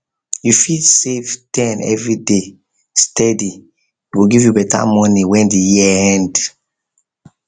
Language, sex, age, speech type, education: Nigerian Pidgin, male, 15-29, spontaneous, tertiary